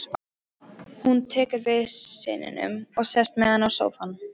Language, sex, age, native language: Icelandic, female, 13, Polish